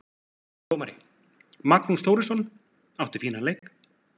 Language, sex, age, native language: Icelandic, male, 40-49, Icelandic